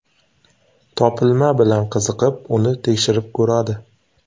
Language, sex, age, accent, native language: Uzbek, male, 18-24, Sirdaryo, Uzbek